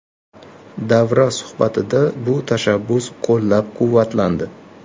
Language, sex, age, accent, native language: Uzbek, male, 25-34, Toshkent shahri, Uzbek